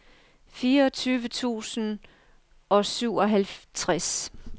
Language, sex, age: Danish, female, 55